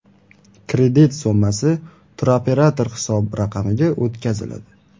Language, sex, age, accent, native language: Uzbek, male, 18-24, Qashqadaryo, Uzbek